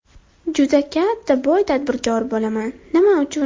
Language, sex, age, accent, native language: Uzbek, female, under 19, Andijon, Uzbek